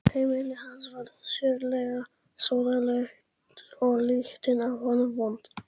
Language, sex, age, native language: Icelandic, male, 11, Polish